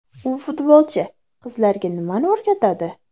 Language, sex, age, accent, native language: Uzbek, female, under 19, Andijon, Uzbek